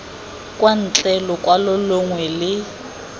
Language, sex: Tswana, female